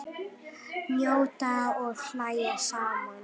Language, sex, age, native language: Icelandic, female, 9, Icelandic